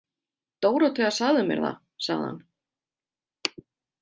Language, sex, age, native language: Icelandic, female, 30-39, Icelandic